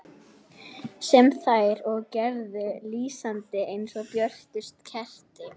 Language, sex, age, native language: Icelandic, female, 18-19, Icelandic